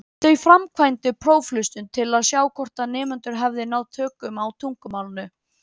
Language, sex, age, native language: Icelandic, female, 30-39, Icelandic